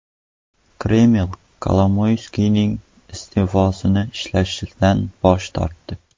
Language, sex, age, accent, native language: Uzbek, male, 12-17, Qoraqalpog'iston, Uzbek